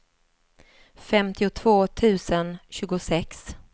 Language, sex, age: Swedish, female, 47